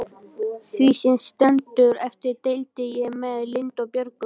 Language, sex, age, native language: Icelandic, male, 11, Icelandic